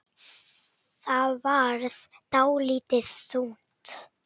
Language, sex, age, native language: Icelandic, male, 8, Icelandic